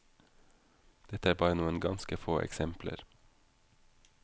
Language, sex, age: Norwegian, male, 32